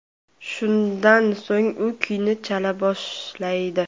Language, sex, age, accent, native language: Uzbek, female, 18-24, Toshkent viloyati, Uzbek